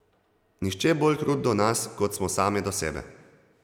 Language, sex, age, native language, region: Slovenian, male, 30-49, Slovenian, Zasavska region